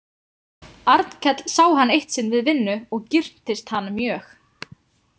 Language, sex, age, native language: Icelandic, female, 20-29, Icelandic